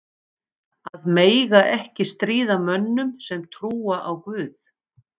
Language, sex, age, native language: Icelandic, female, 50-59, Icelandic